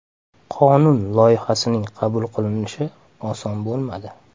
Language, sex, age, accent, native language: Uzbek, male, 25-34, Toshkent shahri, Uzbek